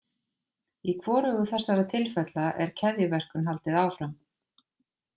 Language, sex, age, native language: Icelandic, female, 40-49, Icelandic